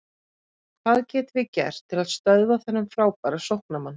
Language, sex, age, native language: Icelandic, female, 30-39, Icelandic